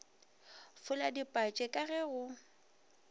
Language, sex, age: Northern Sotho, female, 23